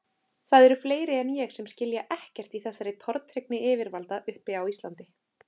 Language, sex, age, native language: Icelandic, female, 30-39, Icelandic